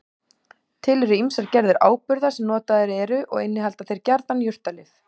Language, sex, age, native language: Icelandic, female, 18-19, Icelandic